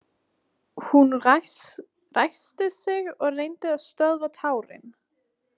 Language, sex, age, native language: Icelandic, female, 20-29, Icelandic